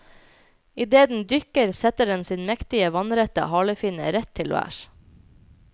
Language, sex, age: Norwegian, female, 29